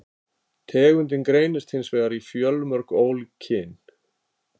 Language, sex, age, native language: Icelandic, male, 50-59, Icelandic